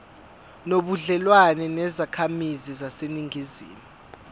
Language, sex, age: Zulu, male, 24